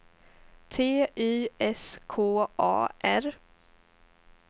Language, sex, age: Swedish, female, 18